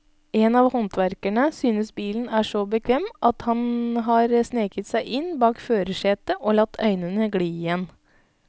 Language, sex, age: Norwegian, female, 32